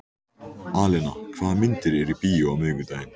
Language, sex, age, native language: Icelandic, male, 14, Icelandic